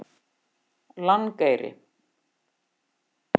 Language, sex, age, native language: Icelandic, female, 50-59, Icelandic